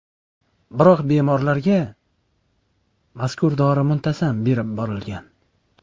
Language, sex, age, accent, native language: Uzbek, male, 25-34, Jizzax, Uzbek